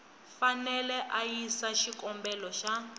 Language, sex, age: Tsonga, female, 20